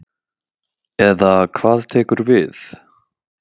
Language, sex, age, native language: Icelandic, male, 30-39, Icelandic